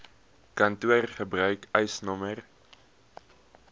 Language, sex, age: Afrikaans, male, 21